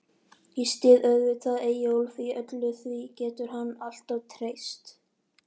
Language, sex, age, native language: Icelandic, female, 30-39, Icelandic